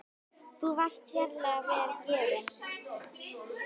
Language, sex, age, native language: Icelandic, female, 10, Icelandic